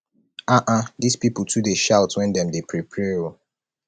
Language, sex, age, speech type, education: Nigerian Pidgin, male, 30-45, spontaneous, tertiary